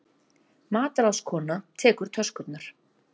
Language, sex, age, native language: Icelandic, female, 30-39, Icelandic